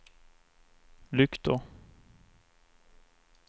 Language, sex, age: Swedish, male, 24